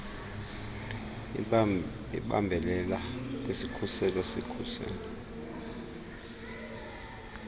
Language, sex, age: Xhosa, male, 38